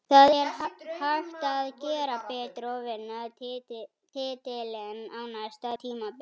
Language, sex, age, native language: Icelandic, female, 18-19, Icelandic